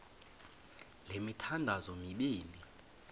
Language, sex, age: Xhosa, male, 20